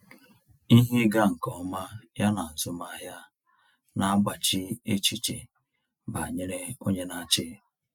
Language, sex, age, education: Igbo, male, 30-45, tertiary